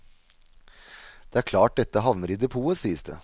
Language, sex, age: Norwegian, male, 37